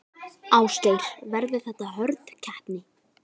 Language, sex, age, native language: Icelandic, female, 10, Icelandic